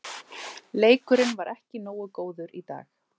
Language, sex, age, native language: Icelandic, male, 30-39, Icelandic